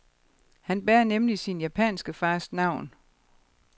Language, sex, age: Danish, female, 52